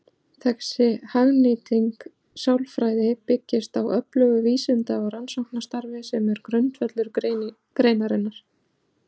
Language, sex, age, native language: Icelandic, female, 40-49, Icelandic